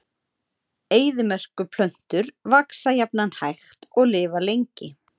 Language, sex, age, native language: Icelandic, female, 30-39, Icelandic